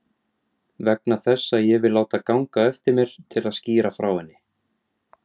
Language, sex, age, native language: Icelandic, male, 17, Icelandic